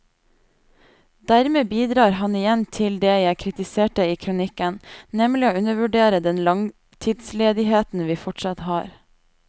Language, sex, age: Norwegian, female, 28